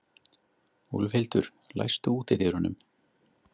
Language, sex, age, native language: Icelandic, male, 30-39, Icelandic